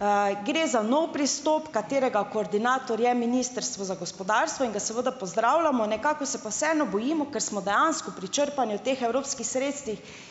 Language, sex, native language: Slovenian, female, Slovenian